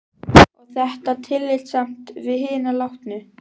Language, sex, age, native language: Icelandic, female, 12, Icelandic